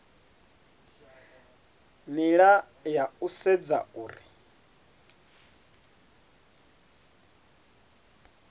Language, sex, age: Venda, male, 30